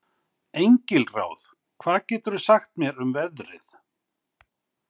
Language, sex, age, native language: Icelandic, male, 50-59, Icelandic